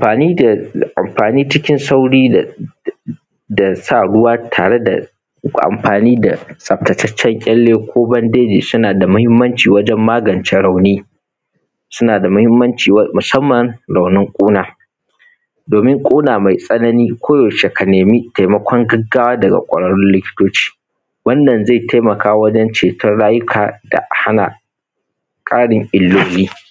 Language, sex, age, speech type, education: Hausa, male, 15-29, spontaneous, primary